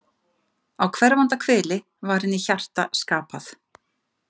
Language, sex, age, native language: Icelandic, female, 50-59, Icelandic